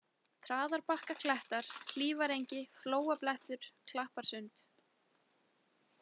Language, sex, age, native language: Icelandic, female, 20-29, Icelandic